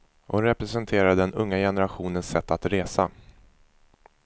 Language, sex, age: Swedish, male, 24